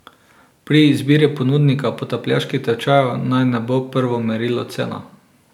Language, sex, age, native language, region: Slovenian, male, 18-29, Slovenian, Drava region